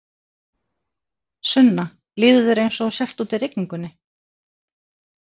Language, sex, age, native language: Icelandic, female, 50-59, Icelandic